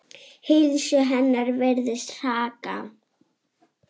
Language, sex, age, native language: Icelandic, female, 7, Icelandic